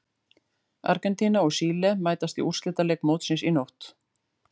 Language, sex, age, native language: Icelandic, female, 40-49, Icelandic